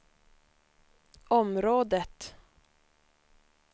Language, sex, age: Swedish, female, 21